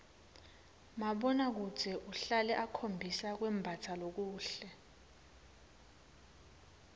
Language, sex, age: Swati, female, 21